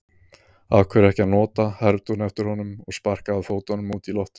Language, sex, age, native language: Icelandic, male, 30-39, Icelandic